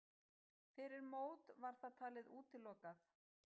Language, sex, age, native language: Icelandic, female, 50-59, Icelandic